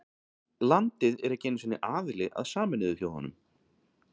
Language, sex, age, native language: Icelandic, male, 40-49, Icelandic